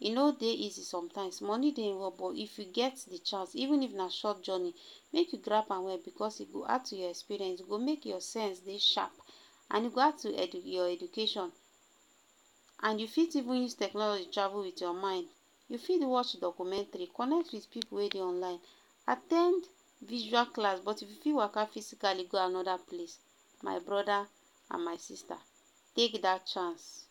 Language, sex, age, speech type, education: Nigerian Pidgin, female, 15-29, spontaneous, tertiary